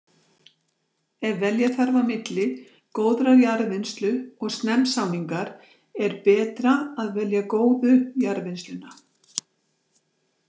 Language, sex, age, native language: Icelandic, female, 60-69, Icelandic